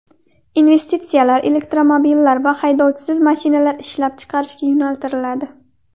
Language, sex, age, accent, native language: Uzbek, female, 18-24, Qashqadaryo, Uzbek